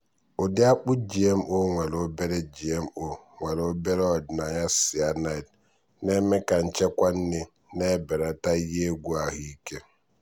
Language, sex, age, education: Igbo, male, 15-29, tertiary